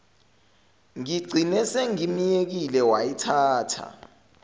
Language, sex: Zulu, male